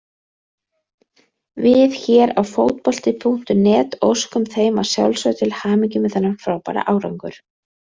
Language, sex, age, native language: Icelandic, female, 30-39, Icelandic